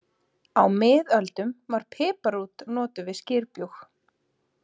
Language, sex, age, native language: Icelandic, female, 30-39, Icelandic